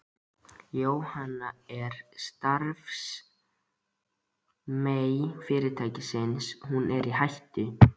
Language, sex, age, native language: Icelandic, male, 13, Icelandic